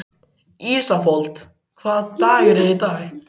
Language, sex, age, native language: Icelandic, male, 14, Icelandic